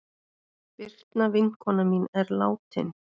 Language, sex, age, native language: Icelandic, male, 9, Icelandic